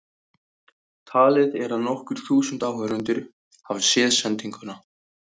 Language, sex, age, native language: Icelandic, male, 18-19, Icelandic